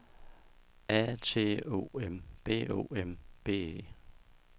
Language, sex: Danish, male